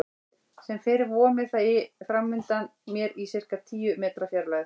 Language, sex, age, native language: Icelandic, female, 40-49, Icelandic